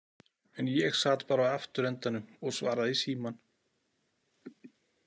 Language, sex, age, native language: Icelandic, male, 40-49, Icelandic